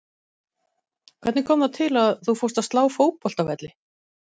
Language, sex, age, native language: Icelandic, female, 50-59, Icelandic